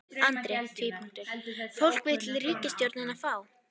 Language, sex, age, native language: Icelandic, female, 12, Icelandic